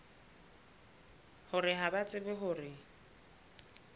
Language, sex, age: Southern Sotho, female, 22